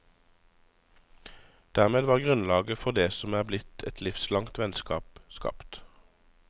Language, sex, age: Norwegian, male, 35